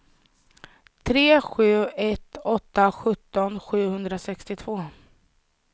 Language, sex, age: Swedish, female, 30